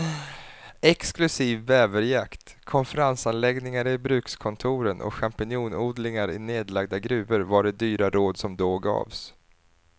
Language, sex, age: Swedish, male, 30